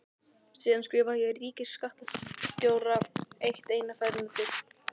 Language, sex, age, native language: Icelandic, male, 12, Icelandic